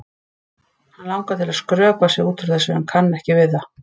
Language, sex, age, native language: Icelandic, female, 50-59, Icelandic